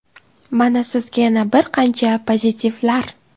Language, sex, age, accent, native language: Uzbek, female, 25-34, Toshkent viloyati, Uzbek